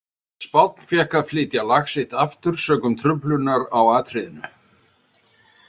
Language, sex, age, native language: Icelandic, male, 70-79, Icelandic